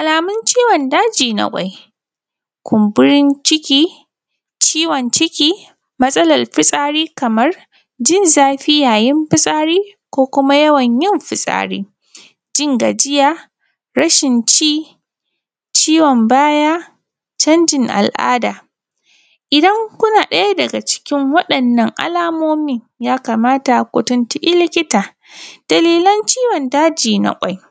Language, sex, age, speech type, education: Hausa, female, 15-29, spontaneous, primary